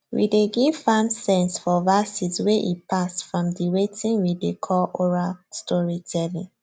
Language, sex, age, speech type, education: Nigerian Pidgin, female, 15-29, spontaneous, tertiary